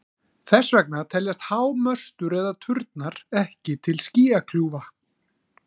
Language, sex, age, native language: Icelandic, male, 40-49, Icelandic